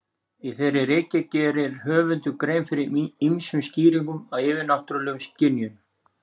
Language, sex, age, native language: Icelandic, male, 40-49, Icelandic